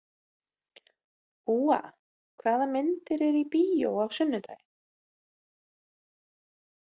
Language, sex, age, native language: Icelandic, female, 30-39, Icelandic